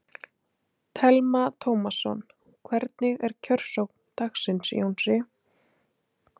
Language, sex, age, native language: Icelandic, female, 30-39, Icelandic